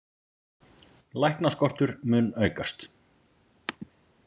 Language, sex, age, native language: Icelandic, male, 40-49, Icelandic